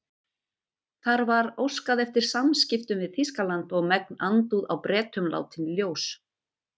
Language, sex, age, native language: Icelandic, female, 50-59, Icelandic